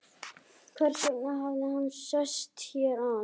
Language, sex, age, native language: Icelandic, other, 11, Icelandic